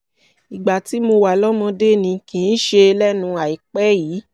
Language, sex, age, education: Yoruba, female, 30-45, tertiary